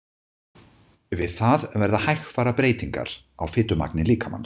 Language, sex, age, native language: Icelandic, male, 50-59, Icelandic